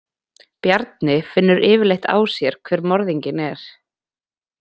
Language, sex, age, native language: Icelandic, female, 20-29, Icelandic